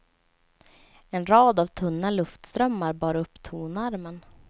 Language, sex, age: Swedish, female, 27